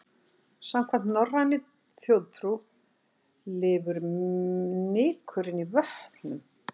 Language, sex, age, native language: Icelandic, female, 60-69, Icelandic